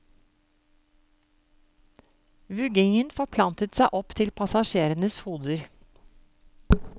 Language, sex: Norwegian, female